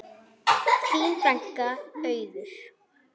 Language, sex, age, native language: Icelandic, female, 8, Icelandic